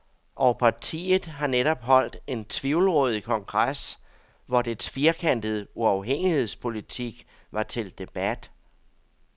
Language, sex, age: Danish, male, 62